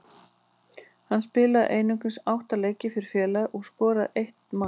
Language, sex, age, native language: Icelandic, female, 40-49, Icelandic